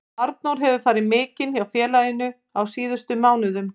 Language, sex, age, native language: Icelandic, female, 50-59, Icelandic